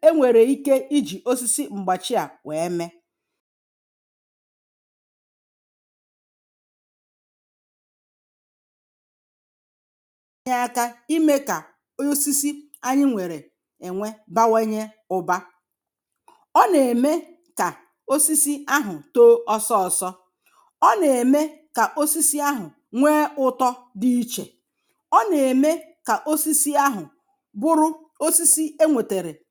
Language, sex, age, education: Igbo, female, 30-45, primary